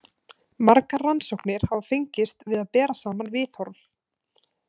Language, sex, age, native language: Icelandic, female, 18-19, Icelandic